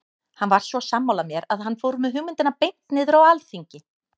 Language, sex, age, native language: Icelandic, female, 18-19, Icelandic